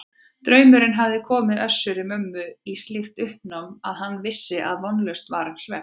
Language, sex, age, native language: Icelandic, female, 30-39, Icelandic